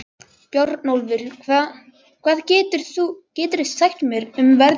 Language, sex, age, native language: Icelandic, male, 11, Icelandic